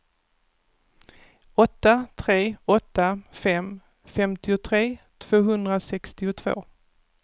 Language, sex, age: Swedish, female, 48